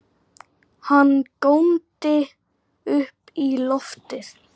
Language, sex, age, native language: Icelandic, male, 9, Icelandic